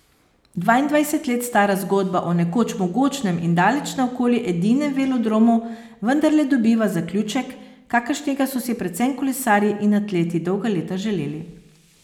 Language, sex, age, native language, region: Slovenian, female, 50-59, Slovenian, Posavska region